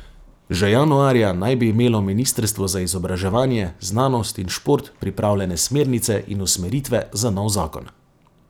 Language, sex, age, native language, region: Slovenian, male, 30-49, Slovenian, Savinja region